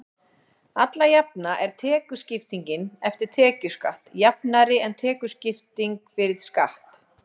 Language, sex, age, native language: Icelandic, female, 40-49, Icelandic